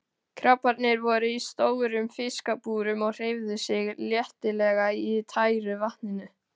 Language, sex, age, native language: Icelandic, male, 18-19, Icelandic